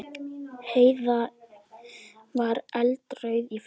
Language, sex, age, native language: Icelandic, female, 10, Icelandic